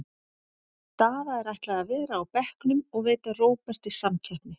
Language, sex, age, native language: Icelandic, female, 40-49, Icelandic